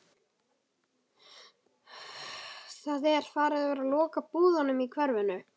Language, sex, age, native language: Icelandic, male, 12, Icelandic